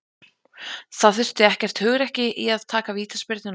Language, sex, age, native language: Icelandic, female, 20-29, Icelandic